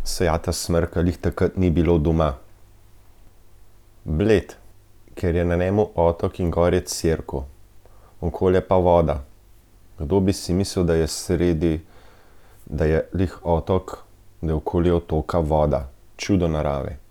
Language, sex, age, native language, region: Slovenian, male, 30-49, Slovenian, Central Slovenia